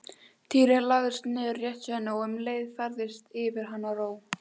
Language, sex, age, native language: Icelandic, female, 16, Icelandic